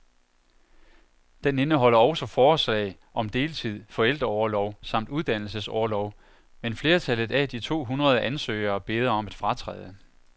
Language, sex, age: Danish, male, 41